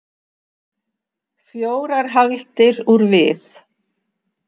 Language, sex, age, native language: Icelandic, female, 60-69, Icelandic